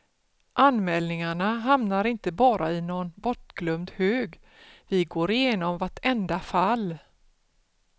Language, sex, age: Swedish, female, 47